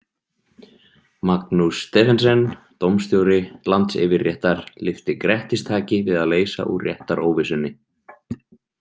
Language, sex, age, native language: Icelandic, male, 30-39, Icelandic